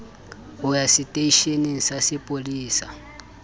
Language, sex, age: Southern Sotho, male, 24